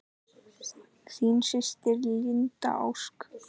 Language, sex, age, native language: Icelandic, male, 10, Icelandic